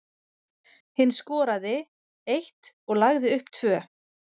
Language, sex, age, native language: Icelandic, female, 40-49, Icelandic